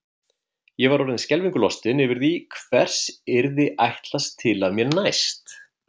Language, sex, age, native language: Icelandic, male, 50-59, Icelandic